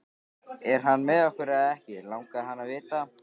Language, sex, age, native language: Icelandic, male, 13, Icelandic